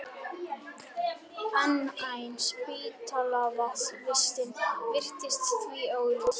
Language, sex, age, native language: Icelandic, male, 11, Icelandic